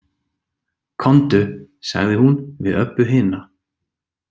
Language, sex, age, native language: Icelandic, male, 40-49, Icelandic